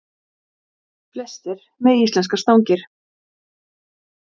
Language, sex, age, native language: Icelandic, female, 40-49, Icelandic